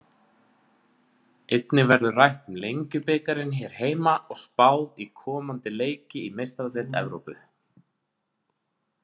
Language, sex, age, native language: Icelandic, male, 20-29, Icelandic